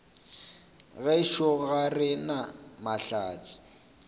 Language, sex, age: Northern Sotho, male, 26